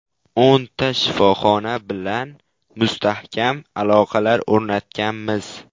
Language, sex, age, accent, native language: Uzbek, male, 12-17, Qashqadaryo, Uzbek